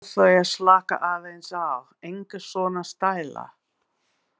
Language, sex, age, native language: Icelandic, female, 60-69, English